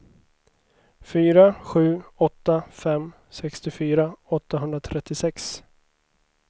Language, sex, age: Swedish, male, 29